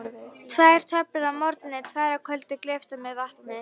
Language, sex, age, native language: Icelandic, female, 13, Icelandic